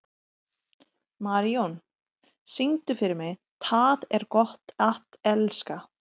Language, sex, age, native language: Icelandic, female, 30-39, Icelandic